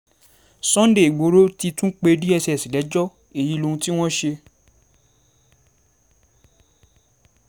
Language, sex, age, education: Yoruba, male, 15-29, secondary